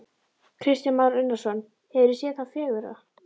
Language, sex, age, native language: Icelandic, female, 12, Icelandic